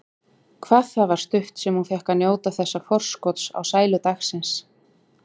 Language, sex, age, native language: Icelandic, female, 40-49, Icelandic